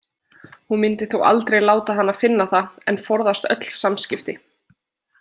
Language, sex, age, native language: Icelandic, female, 20-29, Icelandic